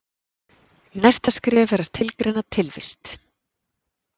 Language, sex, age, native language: Icelandic, female, 40-49, Icelandic